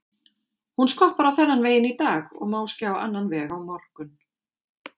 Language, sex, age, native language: Icelandic, female, 50-59, Icelandic